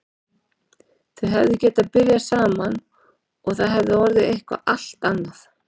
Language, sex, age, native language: Icelandic, female, 40-49, Icelandic